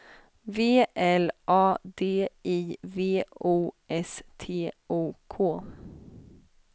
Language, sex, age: Swedish, female, 20